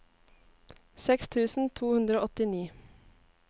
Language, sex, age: Norwegian, female, 18